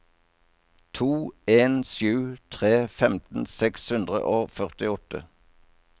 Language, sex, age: Norwegian, male, 57